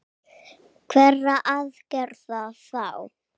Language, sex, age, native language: Icelandic, female, 8, Icelandic